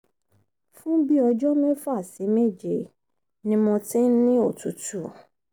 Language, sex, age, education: Yoruba, female, 30-45, tertiary